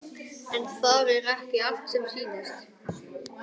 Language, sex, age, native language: Icelandic, other, 18-19, Icelandic